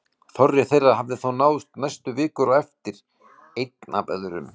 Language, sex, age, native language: Icelandic, male, 40-49, Icelandic